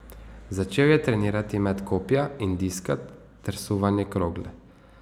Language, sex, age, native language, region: Slovenian, male, 18-29, Slovenian, Savinja region